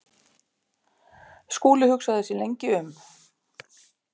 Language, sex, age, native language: Icelandic, female, 50-59, Icelandic